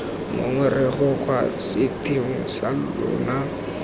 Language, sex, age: Tswana, male, 18